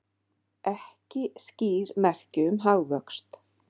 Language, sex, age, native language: Icelandic, female, 50-59, Icelandic